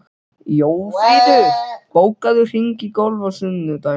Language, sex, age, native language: Icelandic, other, 12, Icelandic